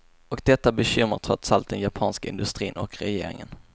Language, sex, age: Swedish, male, 22